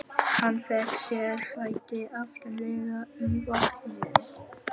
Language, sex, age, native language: Icelandic, male, 11, Vietnamese